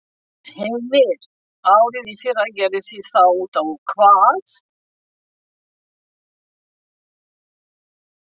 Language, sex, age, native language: Icelandic, female, 60-69, French